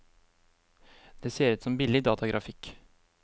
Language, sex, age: Norwegian, male, 23